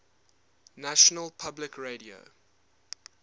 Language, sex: English, male